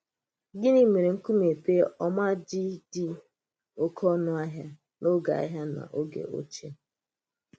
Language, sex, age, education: Igbo, female, 15-29, tertiary